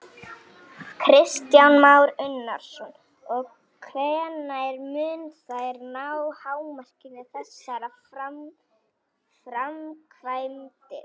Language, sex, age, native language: Icelandic, female, 18-19, Icelandic